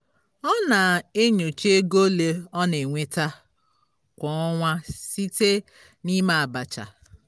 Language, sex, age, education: Igbo, female, 30-45, tertiary